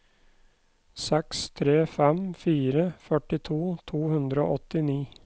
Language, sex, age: Norwegian, male, 29